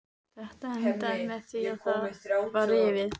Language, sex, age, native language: Icelandic, female, 12, Icelandic